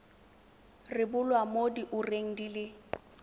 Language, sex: Tswana, female